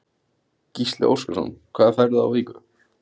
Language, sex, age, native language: Icelandic, male, 16, Icelandic